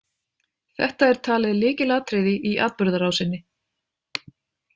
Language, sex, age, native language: Icelandic, female, 30-39, Icelandic